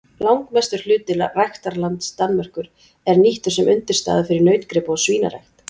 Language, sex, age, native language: Icelandic, female, 40-49, Icelandic